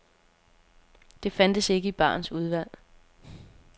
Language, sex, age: Danish, female, 27